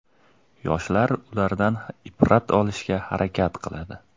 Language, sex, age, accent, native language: Uzbek, male, 18-24, Namangan, Uzbek